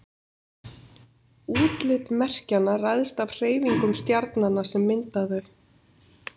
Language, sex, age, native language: Icelandic, female, 30-39, Icelandic